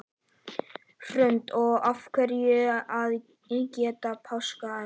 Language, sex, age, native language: Icelandic, male, 11, Icelandic